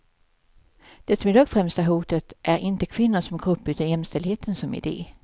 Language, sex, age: Swedish, female, 55